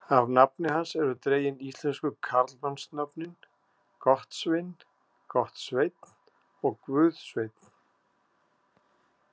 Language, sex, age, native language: Icelandic, male, 50-59, Icelandic